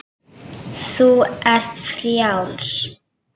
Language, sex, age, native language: Icelandic, female, 7, Icelandic